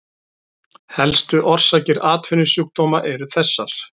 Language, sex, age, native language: Icelandic, male, 40-49, Icelandic